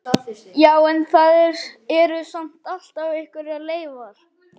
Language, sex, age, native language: Icelandic, male, 11, Icelandic